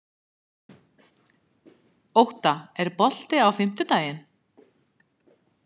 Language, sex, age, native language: Icelandic, female, 50-59, Icelandic